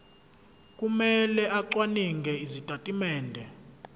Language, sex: Zulu, male